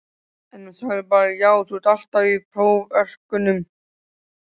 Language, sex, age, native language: Icelandic, male, 13, Icelandic